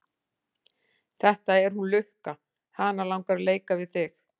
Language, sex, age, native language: Icelandic, female, 40-49, Icelandic